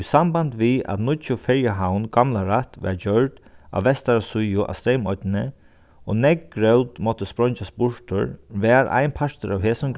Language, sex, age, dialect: Faroese, male, 36-60, Sandoy